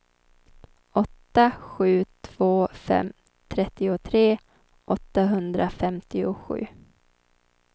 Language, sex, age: Swedish, female, 23